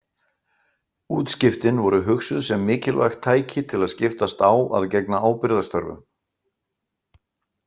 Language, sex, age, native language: Icelandic, male, 60-69, Icelandic